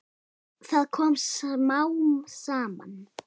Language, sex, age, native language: Icelandic, female, 8, Icelandic